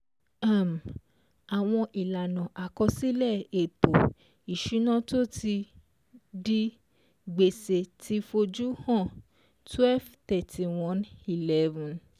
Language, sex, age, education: Yoruba, female, 15-29, secondary